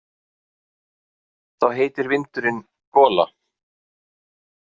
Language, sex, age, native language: Icelandic, male, 40-49, Icelandic